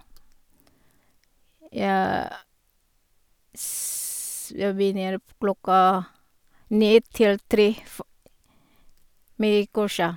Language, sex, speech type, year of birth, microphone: Norwegian, female, spontaneous, 1962, Shure